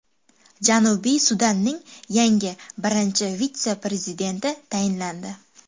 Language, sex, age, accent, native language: Uzbek, female, 18-24, Toshkent shahri, Uzbek